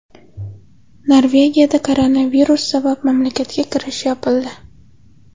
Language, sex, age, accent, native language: Uzbek, female, 18-24, Samarqand, Uzbek